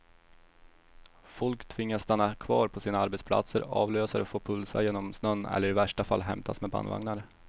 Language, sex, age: Swedish, male, 21